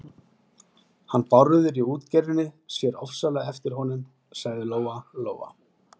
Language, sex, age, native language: Icelandic, female, 20-29, Icelandic